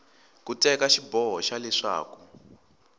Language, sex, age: Tsonga, male, 23